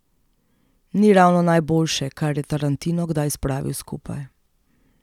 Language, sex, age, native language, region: Slovenian, female, 30-49, Slovenian, Central Slovenia